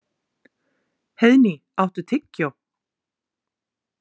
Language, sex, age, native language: Icelandic, female, 40-49, Icelandic